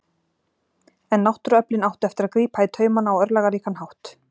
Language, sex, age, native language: Icelandic, female, 40-49, Icelandic